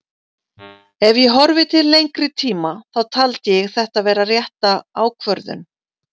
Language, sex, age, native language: Icelandic, female, 40-49, Icelandic